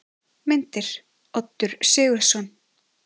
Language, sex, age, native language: Icelandic, female, 20-29, Icelandic